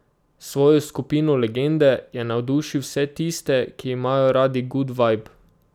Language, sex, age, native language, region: Slovenian, male, 18-29, Slovenian, Drava region